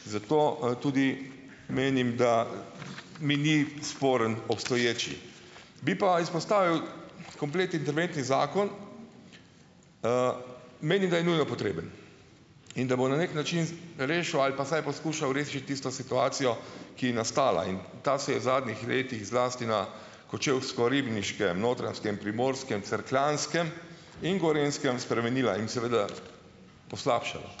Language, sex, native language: Slovenian, male, Slovenian